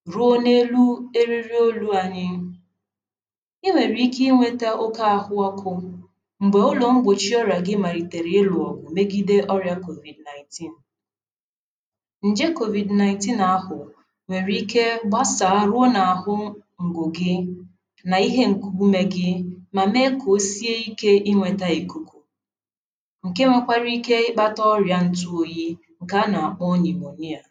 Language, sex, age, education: Igbo, female, 15-29, tertiary